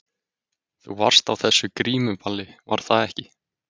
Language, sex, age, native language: Icelandic, male, 20-29, Icelandic